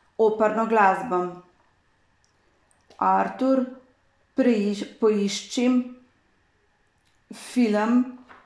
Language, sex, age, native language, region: Slovenian, female, 50-59, Slovenian, Savinja region